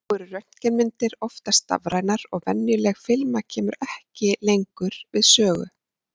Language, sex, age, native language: Icelandic, female, 40-49, Icelandic